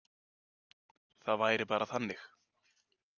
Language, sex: Icelandic, male